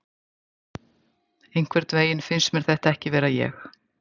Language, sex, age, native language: Icelandic, female, 50-59, Icelandic